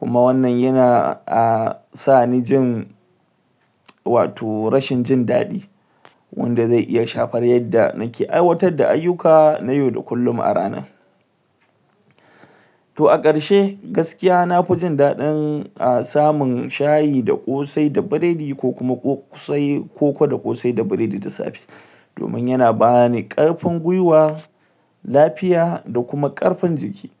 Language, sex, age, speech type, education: Hausa, male, 60+, spontaneous, tertiary